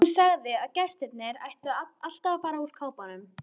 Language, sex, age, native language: Icelandic, female, 13, Icelandic